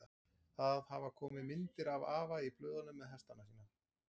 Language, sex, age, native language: Icelandic, male, 40-49, Icelandic